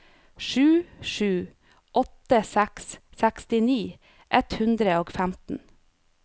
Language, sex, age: Norwegian, female, 30